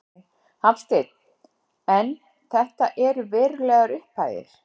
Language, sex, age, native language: Icelandic, female, 60-69, Icelandic